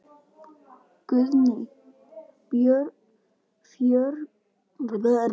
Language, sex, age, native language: Icelandic, female, 10, Icelandic